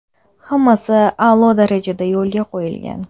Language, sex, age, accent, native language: Uzbek, female, under 19, Toshkent shahri, Uzbek